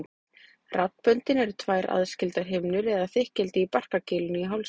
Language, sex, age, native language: Icelandic, female, 30-39, Icelandic